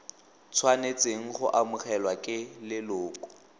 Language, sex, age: Tswana, male, 18